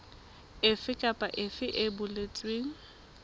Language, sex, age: Southern Sotho, female, 21